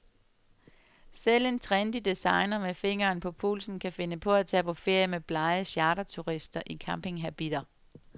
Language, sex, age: Danish, female, 35